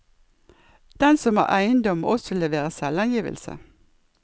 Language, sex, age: Norwegian, female, 56